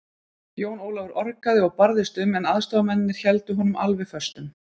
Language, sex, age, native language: Icelandic, female, 30-39, Icelandic